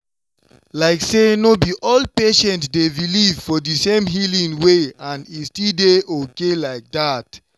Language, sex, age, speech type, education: Nigerian Pidgin, male, 30-45, spontaneous, tertiary